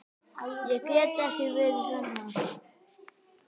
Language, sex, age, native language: Icelandic, male, 10, Icelandic